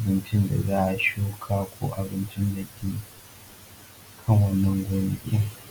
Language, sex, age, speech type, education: Hausa, male, 15-29, spontaneous, tertiary